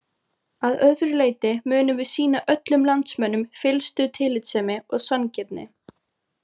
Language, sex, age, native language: Icelandic, female, 18-19, Icelandic